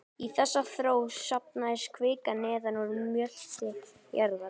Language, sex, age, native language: Icelandic, male, 12, Icelandic